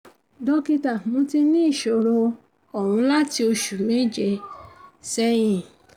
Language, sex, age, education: Yoruba, female, 30-45, tertiary